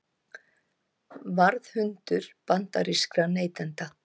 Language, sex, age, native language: Icelandic, female, 50-59, Icelandic